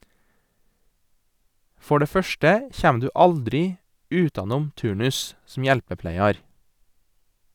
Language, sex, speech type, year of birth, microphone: Norwegian, male, read, 1983, Sennheiser